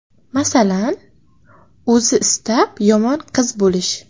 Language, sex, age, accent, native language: Uzbek, female, 18-24, Qashqadaryo, Uzbek